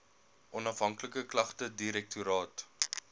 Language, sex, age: Afrikaans, male, 22